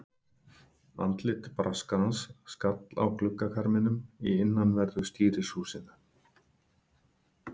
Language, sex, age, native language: Icelandic, male, 50-59, Icelandic